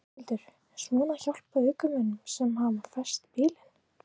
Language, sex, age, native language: Icelandic, female, 18-19, Icelandic